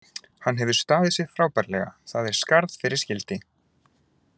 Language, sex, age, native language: Icelandic, male, 20-29, Icelandic